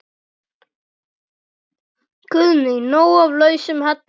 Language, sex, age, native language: Icelandic, male, 7, Icelandic